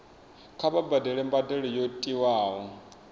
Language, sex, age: Venda, male, 24